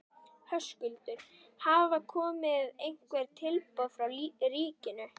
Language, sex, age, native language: Icelandic, female, 11, Icelandic